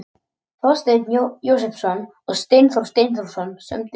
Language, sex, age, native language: Icelandic, male, 18-19, Icelandic